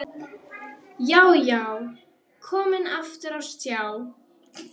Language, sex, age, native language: Icelandic, female, 12, Icelandic